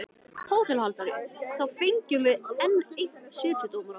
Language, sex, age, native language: Icelandic, male, 13, Icelandic